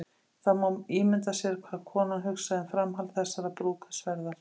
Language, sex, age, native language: Icelandic, female, 50-59, Icelandic